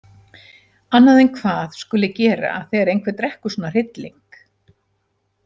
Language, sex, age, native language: Icelandic, female, 70-79, Icelandic